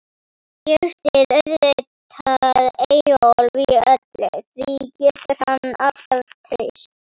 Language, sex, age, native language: Icelandic, female, 18-19, Icelandic